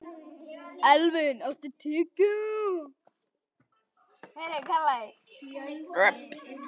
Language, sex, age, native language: Icelandic, female, 11, Icelandic